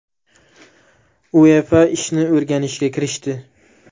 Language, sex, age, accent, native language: Uzbek, male, 18-24, Jizzax, Uzbek